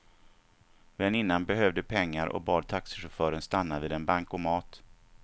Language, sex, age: Swedish, male, 49